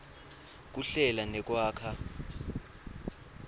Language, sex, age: Swati, male, 23